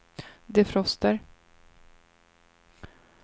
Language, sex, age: Swedish, female, 26